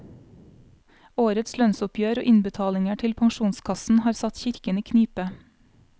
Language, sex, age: Norwegian, female, 35